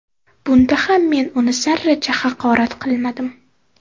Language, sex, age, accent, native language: Uzbek, female, 18-24, Toshkent viloyati, Uzbek